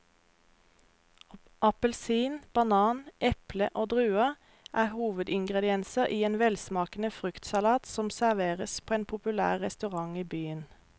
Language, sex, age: Norwegian, female, 32